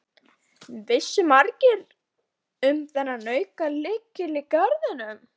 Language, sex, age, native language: Icelandic, female, 12, Icelandic